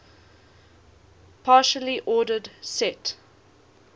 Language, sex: English, female